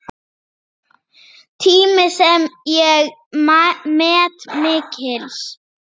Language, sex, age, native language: Icelandic, female, 8, Icelandic